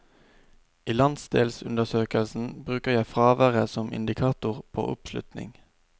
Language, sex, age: Norwegian, male, 29